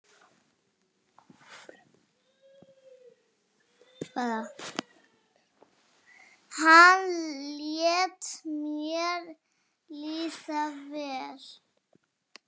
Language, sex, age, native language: Icelandic, male, 30-39, Icelandic